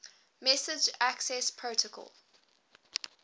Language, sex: English, female